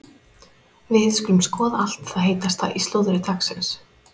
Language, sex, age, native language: Icelandic, female, 30-39, Icelandic